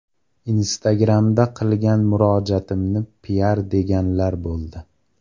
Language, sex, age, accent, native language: Uzbek, male, 18-24, Farg'ona, Uzbek